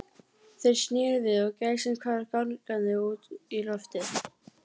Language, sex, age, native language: Icelandic, female, 12, Icelandic